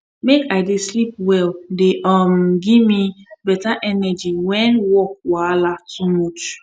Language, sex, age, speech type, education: Nigerian Pidgin, female, 15-29, spontaneous, tertiary